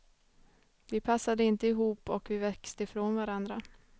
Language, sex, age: Swedish, female, 29